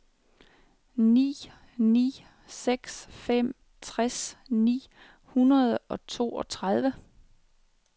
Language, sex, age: Danish, female, 36